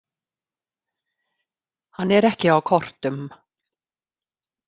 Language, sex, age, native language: Icelandic, female, 50-59, Icelandic